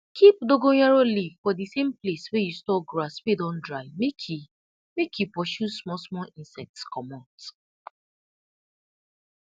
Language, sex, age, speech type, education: Nigerian Pidgin, female, 30-45, spontaneous, tertiary